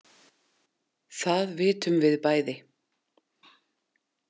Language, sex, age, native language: Icelandic, female, 40-49, Icelandic